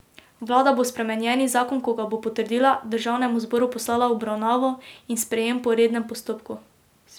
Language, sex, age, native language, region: Slovenian, female, 18-29, Slovenian, Drava region